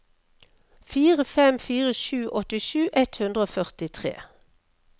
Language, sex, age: Norwegian, female, 57